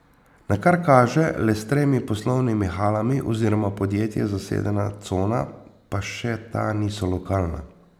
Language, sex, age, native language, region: Slovenian, male, 50-59, Slovenian, Posavska region